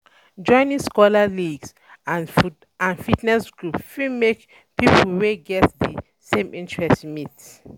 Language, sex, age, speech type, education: Nigerian Pidgin, female, 15-29, spontaneous, tertiary